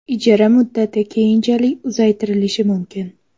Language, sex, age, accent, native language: Uzbek, female, 18-24, Toshkent shahri, Uzbek